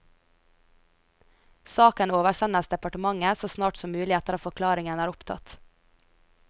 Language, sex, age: Norwegian, female, 22